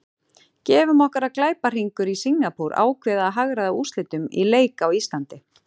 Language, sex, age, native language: Icelandic, female, 40-49, Icelandic